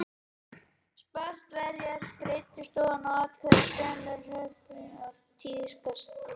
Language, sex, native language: Icelandic, male, Icelandic